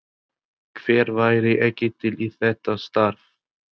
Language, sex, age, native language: Icelandic, male, 20-29, Albanian